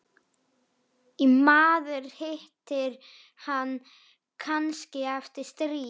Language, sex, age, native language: Icelandic, male, 11, Icelandic